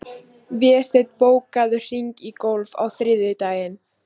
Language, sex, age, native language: Icelandic, female, 15, Icelandic